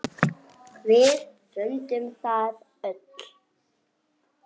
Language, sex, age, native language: Icelandic, female, 8, Icelandic